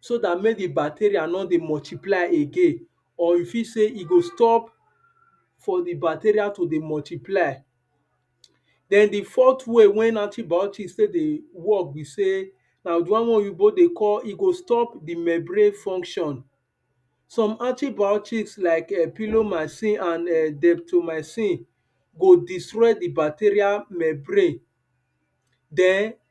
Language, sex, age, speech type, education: Nigerian Pidgin, male, 30-45, spontaneous, tertiary